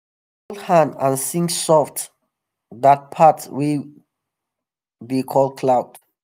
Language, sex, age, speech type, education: Nigerian Pidgin, male, 30-45, spontaneous, tertiary